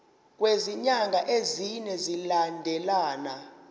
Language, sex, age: Zulu, male, 29